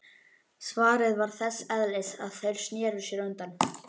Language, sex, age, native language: Icelandic, male, 11, Icelandic